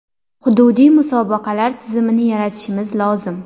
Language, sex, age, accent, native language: Uzbek, female, 18-24, Farg'ona, Uzbek